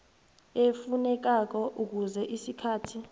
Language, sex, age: South Ndebele, female, 23